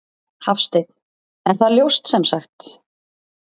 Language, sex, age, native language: Icelandic, female, 30-39, Icelandic